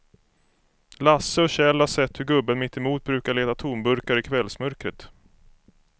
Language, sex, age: Swedish, male, 25